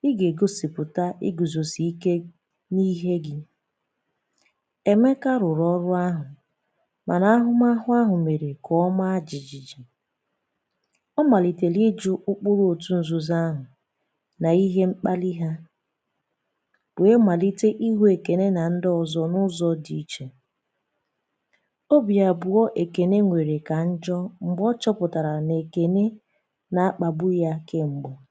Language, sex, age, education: Igbo, female, 15-29, tertiary